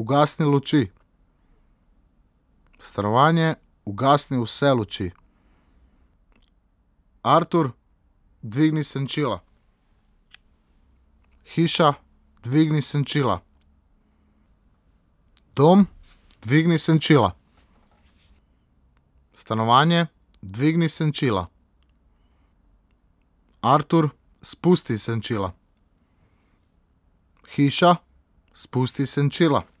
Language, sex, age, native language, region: Slovenian, male, 18-29, Slovenian, Southeast Slovenia